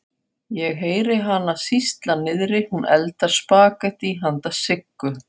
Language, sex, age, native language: Icelandic, female, 40-49, Faroese